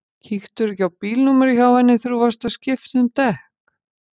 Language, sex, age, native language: Icelandic, female, 50-59, Icelandic